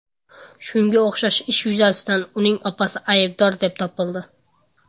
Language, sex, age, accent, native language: Uzbek, male, under 19, Andijon, Uzbek